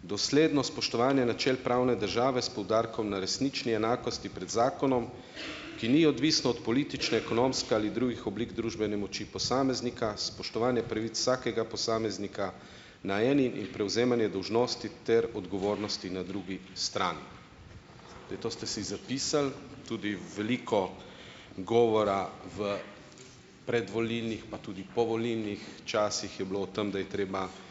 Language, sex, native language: Slovenian, male, Slovenian